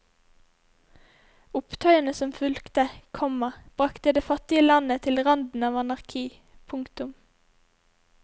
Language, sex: Norwegian, female